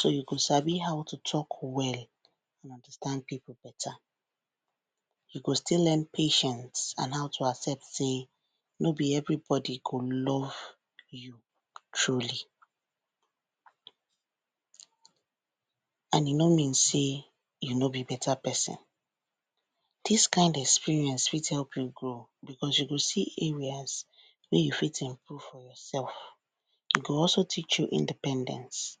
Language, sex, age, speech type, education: Nigerian Pidgin, female, 15-29, spontaneous, tertiary